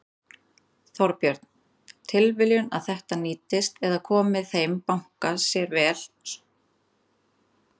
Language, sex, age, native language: Icelandic, female, 30-39, Icelandic